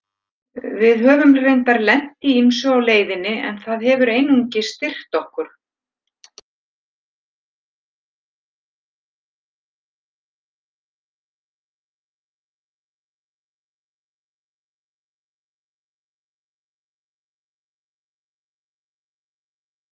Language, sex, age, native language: Icelandic, female, 60-69, Icelandic